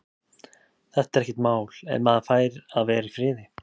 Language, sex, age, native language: Icelandic, male, 30-39, Icelandic